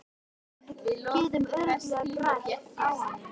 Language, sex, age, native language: Icelandic, female, 13, Icelandic